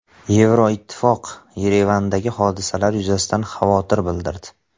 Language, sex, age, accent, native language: Uzbek, male, 25-34, Farg'ona, Uzbek